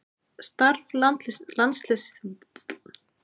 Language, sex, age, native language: Icelandic, female, 30-39, Icelandic